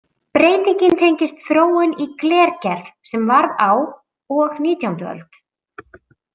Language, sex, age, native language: Icelandic, female, 40-49, Icelandic